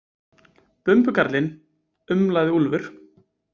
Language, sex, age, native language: Icelandic, male, 20-29, Icelandic